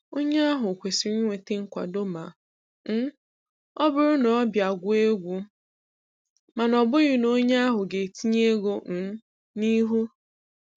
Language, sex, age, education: Igbo, female, 15-29, tertiary